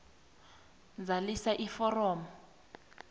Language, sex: South Ndebele, female